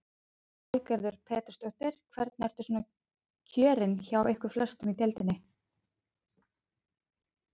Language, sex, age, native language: Icelandic, female, 30-39, Icelandic